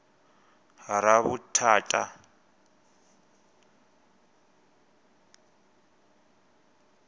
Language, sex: Venda, male